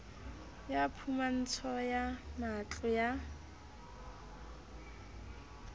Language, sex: Southern Sotho, female